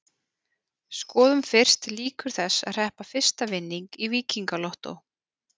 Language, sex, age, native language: Icelandic, female, 40-49, Icelandic